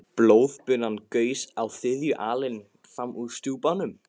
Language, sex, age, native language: Icelandic, male, 15, Icelandic